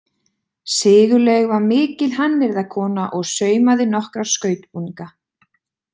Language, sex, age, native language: Icelandic, female, 20-29, Icelandic